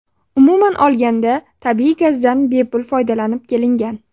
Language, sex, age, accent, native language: Uzbek, female, 18-24, Sirdaryo, Uzbek